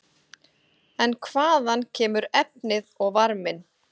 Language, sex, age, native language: Icelandic, female, 40-49, Icelandic